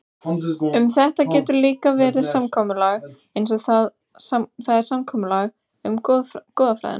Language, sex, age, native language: Icelandic, female, 16, Icelandic